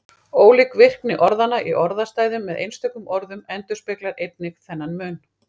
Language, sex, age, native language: Icelandic, female, 40-49, Icelandic